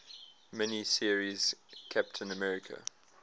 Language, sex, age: English, male, 22